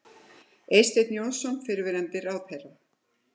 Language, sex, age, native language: Icelandic, female, 70-79, Icelandic